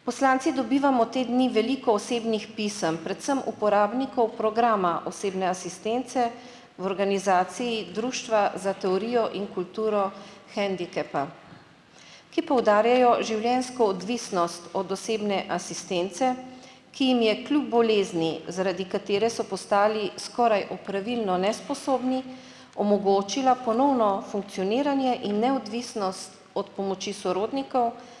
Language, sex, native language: Slovenian, female, Slovenian